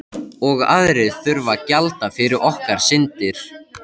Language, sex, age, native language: Icelandic, male, 13, Icelandic